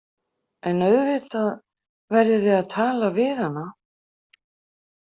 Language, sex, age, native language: Icelandic, female, 50-59, Icelandic